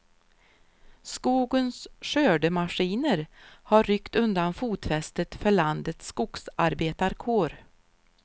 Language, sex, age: Swedish, female, 53